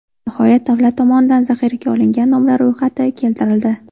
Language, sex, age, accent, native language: Uzbek, female, 18-24, Toshkent shahri, Uzbek